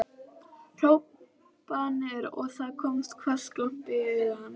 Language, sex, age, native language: Icelandic, female, 11, Icelandic